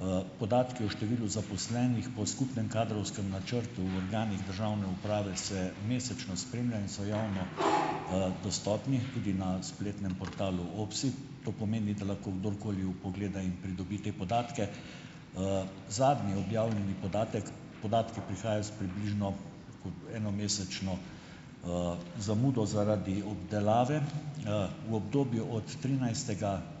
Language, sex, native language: Slovenian, male, Slovenian